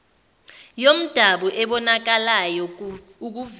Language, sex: Zulu, female